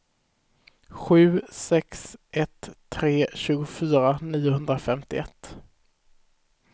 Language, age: Swedish, 18